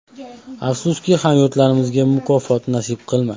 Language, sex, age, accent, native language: Uzbek, male, 18-24, Toshkent shahri, Uzbek